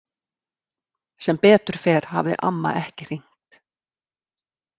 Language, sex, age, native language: Icelandic, female, 50-59, Icelandic